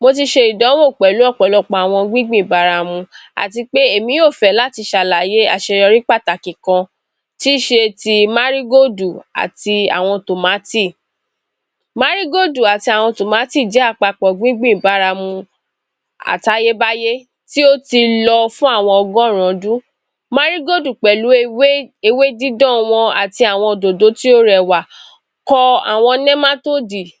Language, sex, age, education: Yoruba, female, 15-29, tertiary